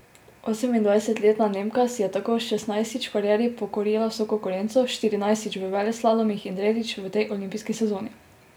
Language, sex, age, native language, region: Slovenian, female, 18-29, Slovenian, Drava region